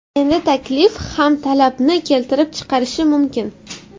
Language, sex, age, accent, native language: Uzbek, female, 12-17, Toshkent shahri, Uzbek